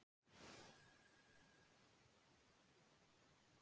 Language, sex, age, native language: Icelandic, female, 40-49, Icelandic